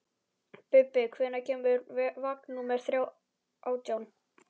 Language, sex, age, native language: Icelandic, male, 11, Icelandic